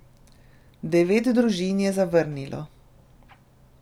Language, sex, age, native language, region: Slovenian, female, 30-49, Slovenian, Drava region